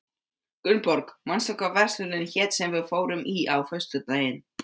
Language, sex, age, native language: Icelandic, male, 12, Icelandic